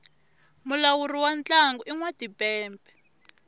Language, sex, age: Tsonga, female, 23